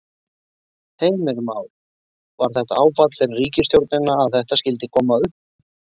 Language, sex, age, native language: Icelandic, male, 20-29, Icelandic